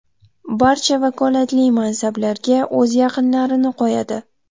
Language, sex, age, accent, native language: Uzbek, female, 12-17, Toshkent viloyati, Uzbek